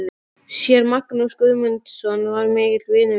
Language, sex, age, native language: Icelandic, male, 13, Icelandic